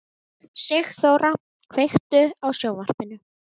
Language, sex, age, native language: Icelandic, female, 18-19, Icelandic